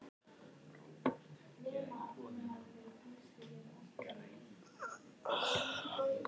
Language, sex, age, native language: Icelandic, male, 18-19, Icelandic